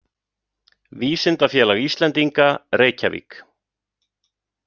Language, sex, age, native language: Icelandic, male, 30-39, Icelandic